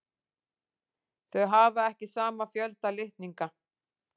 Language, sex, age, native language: Icelandic, female, 40-49, Icelandic